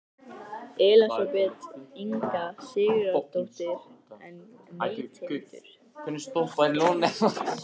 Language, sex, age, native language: Icelandic, male, 13, Icelandic